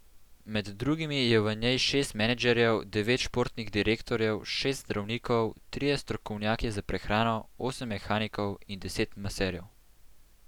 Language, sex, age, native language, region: Slovenian, male, 12-17, Slovenian, Central Slovenia